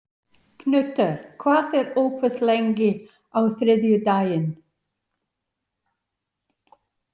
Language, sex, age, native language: Icelandic, female, 60-69, English